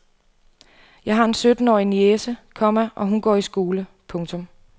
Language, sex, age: Danish, female, 28